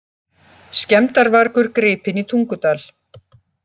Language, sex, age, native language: Icelandic, female, 50-59, Icelandic